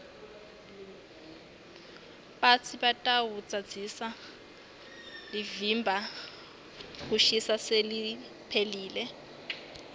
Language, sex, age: Swati, female, 19